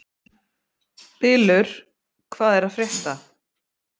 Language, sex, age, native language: Icelandic, female, 50-59, Icelandic